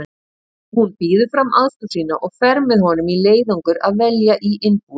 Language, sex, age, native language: Icelandic, female, 50-59, Icelandic